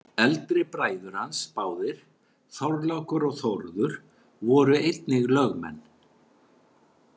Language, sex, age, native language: Icelandic, male, 60-69, Icelandic